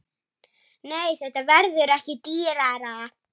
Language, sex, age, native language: Icelandic, male, 8, Icelandic